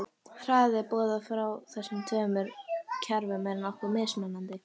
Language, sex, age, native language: Icelandic, female, 18-19, Icelandic